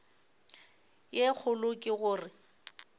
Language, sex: Northern Sotho, female